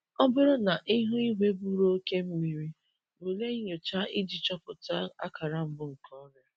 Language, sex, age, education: Igbo, male, 15-29, secondary